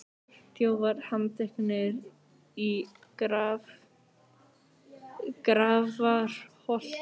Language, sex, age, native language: Icelandic, other, 18-19, Icelandic